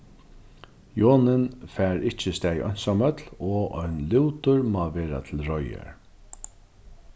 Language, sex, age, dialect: Faroese, male, 36-60, Norðurstreymoy/Eysturoy